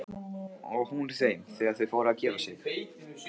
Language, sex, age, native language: Icelandic, male, 15, Icelandic